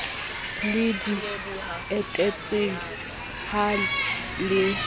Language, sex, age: Southern Sotho, female, 20